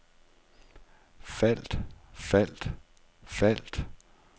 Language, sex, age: Danish, male, 42